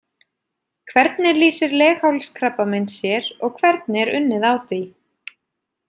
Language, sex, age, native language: Icelandic, female, 30-39, Icelandic